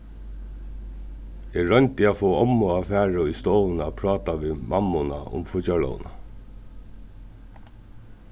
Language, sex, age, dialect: Faroese, male, 36-60, Suðurstreymoy